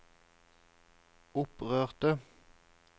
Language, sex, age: Norwegian, male, 34